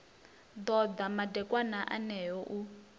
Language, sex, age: Venda, female, 22